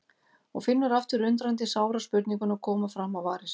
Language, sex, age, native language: Icelandic, female, 50-59, Icelandic